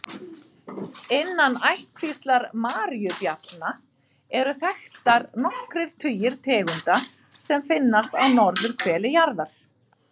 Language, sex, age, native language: Icelandic, female, 50-59, Icelandic